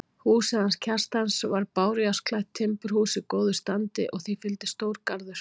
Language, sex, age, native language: Icelandic, female, 40-49, Icelandic